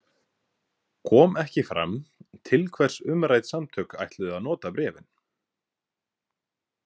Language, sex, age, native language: Icelandic, male, 18-19, Icelandic